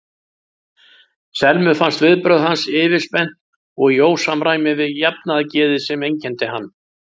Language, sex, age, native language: Icelandic, male, 60-69, Icelandic